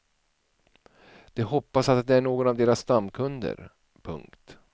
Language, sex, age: Swedish, male, 47